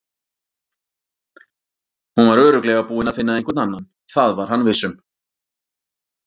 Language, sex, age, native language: Icelandic, male, 40-49, Icelandic